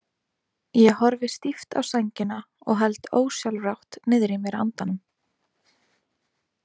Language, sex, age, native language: Icelandic, female, 20-29, Icelandic